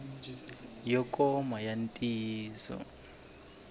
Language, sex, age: Tsonga, male, 23